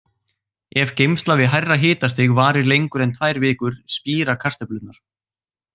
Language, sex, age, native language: Icelandic, male, 18-19, Icelandic